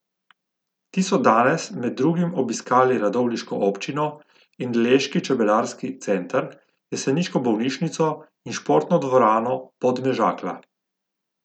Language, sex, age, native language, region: Slovenian, male, 50-59, Slovenian, Gorica region